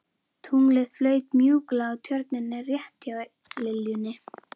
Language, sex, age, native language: Icelandic, female, 11, Icelandic